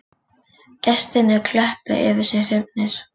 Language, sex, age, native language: Icelandic, female, 18-19, Icelandic